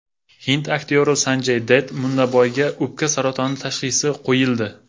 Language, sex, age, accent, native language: Uzbek, male, 19-29, Jizzax, Uzbek